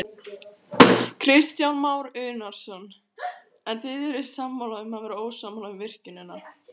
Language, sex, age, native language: Icelandic, female, 18-19, Icelandic